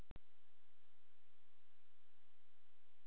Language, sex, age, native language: Icelandic, male, 13, Icelandic